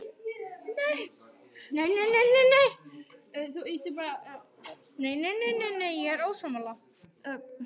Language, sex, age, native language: Icelandic, male, 12, Icelandic